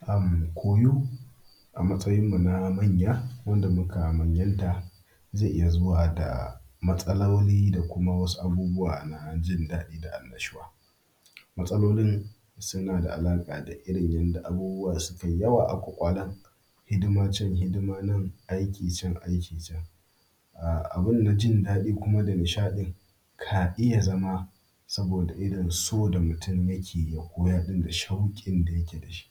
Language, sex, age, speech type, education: Hausa, male, 15-29, spontaneous, primary